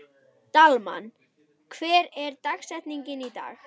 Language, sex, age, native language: Icelandic, male, 12, Icelandic